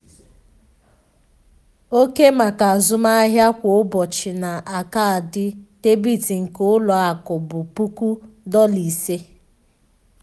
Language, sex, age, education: Igbo, female, 15-29, tertiary